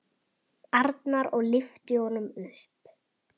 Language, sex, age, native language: Icelandic, male, 10, Icelandic